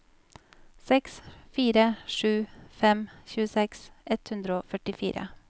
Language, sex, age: Norwegian, female, 28